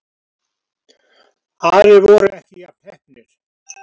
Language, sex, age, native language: Icelandic, male, 70-79, Icelandic